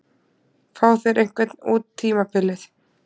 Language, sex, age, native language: Icelandic, female, 20-29, Icelandic